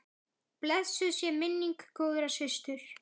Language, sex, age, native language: Icelandic, male, 10, Icelandic